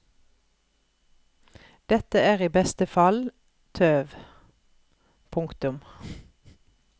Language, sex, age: Norwegian, female, 43